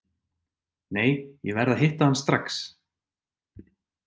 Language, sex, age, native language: Icelandic, male, 40-49, Icelandic